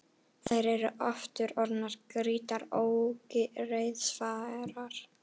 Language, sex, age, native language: Icelandic, female, 11, Icelandic